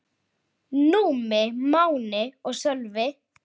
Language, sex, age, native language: Icelandic, female, 8, Icelandic